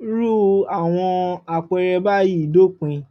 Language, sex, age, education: Yoruba, male, 15-29, tertiary